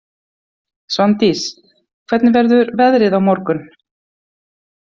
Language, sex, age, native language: Icelandic, female, 50-59, Icelandic